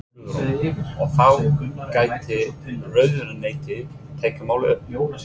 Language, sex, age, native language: Icelandic, male, 30-39, English